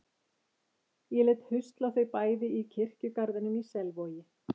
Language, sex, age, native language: Icelandic, female, 50-59, Icelandic